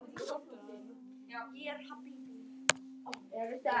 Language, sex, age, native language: Icelandic, female, 12, Icelandic